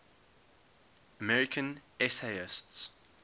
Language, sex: English, male